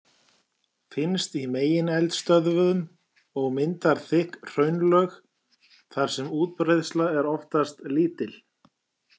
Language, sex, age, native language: Icelandic, male, 40-49, Icelandic